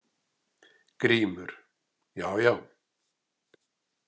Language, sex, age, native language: Icelandic, male, 60-69, Icelandic